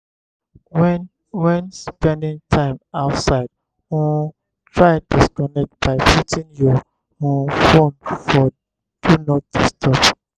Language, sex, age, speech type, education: Nigerian Pidgin, male, 60+, spontaneous, tertiary